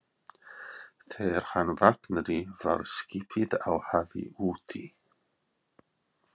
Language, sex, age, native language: Icelandic, male, 40-49, English